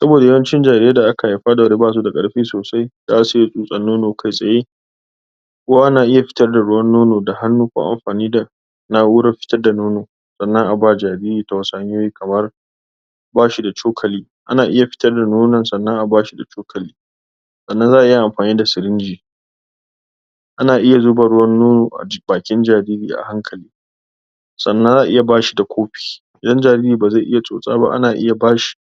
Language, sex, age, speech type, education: Hausa, male, 15-29, spontaneous, tertiary